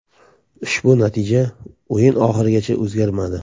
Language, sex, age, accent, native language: Uzbek, male, 25-34, Samarqand, Uzbek